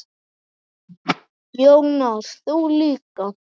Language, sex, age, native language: Icelandic, male, 9, Icelandic